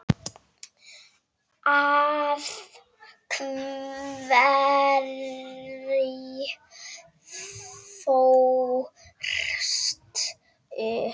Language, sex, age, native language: Icelandic, male, 7, Icelandic